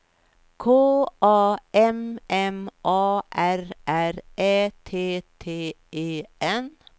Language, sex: Swedish, female